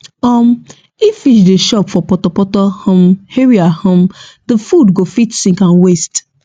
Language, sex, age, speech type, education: Nigerian Pidgin, female, 15-29, spontaneous, tertiary